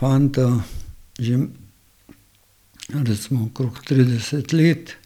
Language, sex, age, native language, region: Slovenian, male, 60+, Slovenian, Gorenjska region